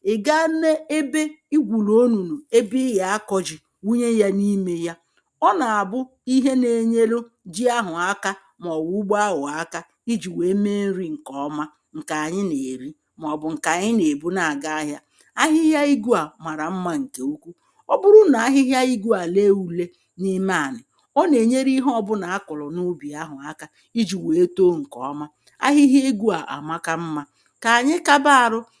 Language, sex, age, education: Igbo, female, 30-45, primary